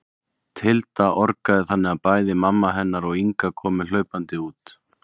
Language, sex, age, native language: Icelandic, male, 20-29, Icelandic